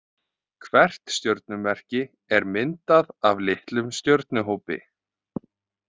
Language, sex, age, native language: Icelandic, male, 30-39, Icelandic